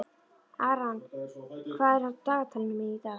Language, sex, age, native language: Icelandic, female, 11, Icelandic